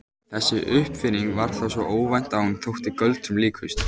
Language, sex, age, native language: Icelandic, male, 18-19, Icelandic